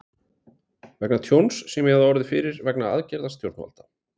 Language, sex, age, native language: Icelandic, male, 40-49, Icelandic